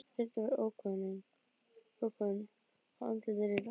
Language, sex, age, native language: Icelandic, female, 12, Icelandic